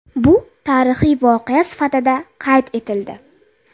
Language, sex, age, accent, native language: Uzbek, female, 30-39, Buxoro, Uzbek